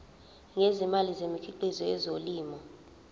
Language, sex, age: Zulu, female, 24